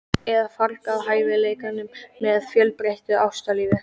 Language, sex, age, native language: Icelandic, female, 13, Icelandic